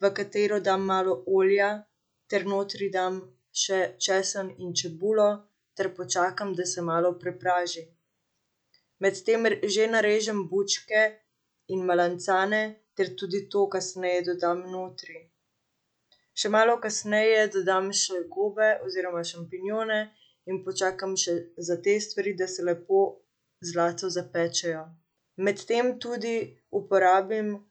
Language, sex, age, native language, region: Slovenian, female, 18-29, Slovenian, Central Slovenia